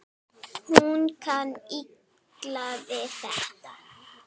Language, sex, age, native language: Icelandic, female, 9, Icelandic